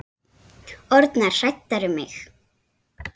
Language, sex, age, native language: Icelandic, female, 7, Icelandic